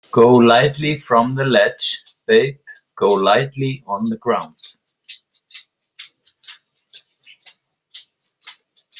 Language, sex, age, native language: Icelandic, male, 50-59, Icelandic